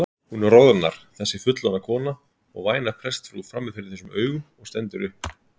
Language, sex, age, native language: Icelandic, male, 30-39, Icelandic